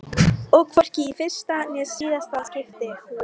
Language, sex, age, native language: Icelandic, female, 13, Icelandic